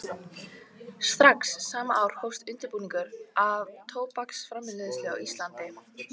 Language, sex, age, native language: Icelandic, female, 18-19, Icelandic